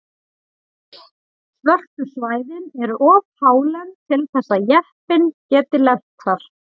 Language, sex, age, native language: Icelandic, female, 40-49, Icelandic